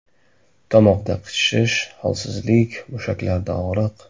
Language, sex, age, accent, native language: Uzbek, male, 18-24, Namangan, Uzbek